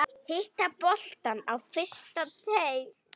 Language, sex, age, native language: Icelandic, female, 8, Icelandic